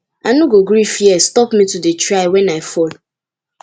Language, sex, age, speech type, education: Nigerian Pidgin, female, 15-29, spontaneous, tertiary